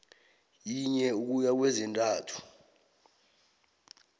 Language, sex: South Ndebele, male